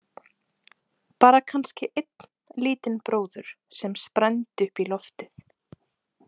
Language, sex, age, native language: Icelandic, female, 20-29, Icelandic